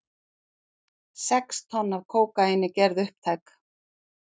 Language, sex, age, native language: Icelandic, female, 40-49, Icelandic